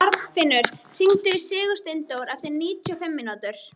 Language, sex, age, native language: Icelandic, female, 13, Icelandic